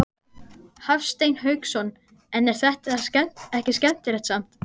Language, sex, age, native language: Icelandic, male, 12, Icelandic